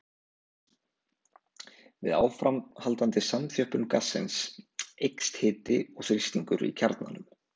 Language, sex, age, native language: Icelandic, male, 20-29, Icelandic